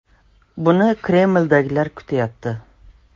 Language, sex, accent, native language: Uzbek, female, Toshkent shahri, Uzbek